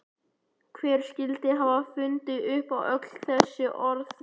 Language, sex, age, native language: Icelandic, male, 11, Icelandic